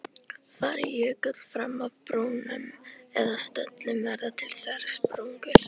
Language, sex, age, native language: Icelandic, female, 13, Icelandic